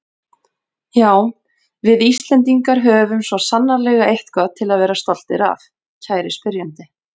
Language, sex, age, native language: Icelandic, female, 40-49, Icelandic